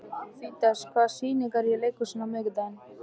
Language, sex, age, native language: Icelandic, male, 13, Icelandic